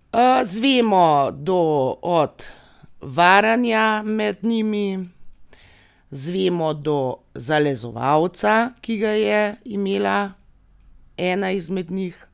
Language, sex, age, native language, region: Slovenian, female, 30-49, Slovenian, Gorenjska region